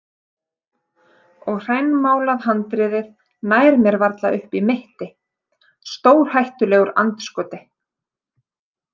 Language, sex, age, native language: Icelandic, female, 30-39, Icelandic